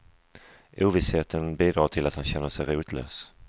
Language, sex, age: Swedish, male, 35